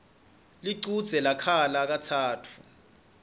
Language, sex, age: Swati, male, 25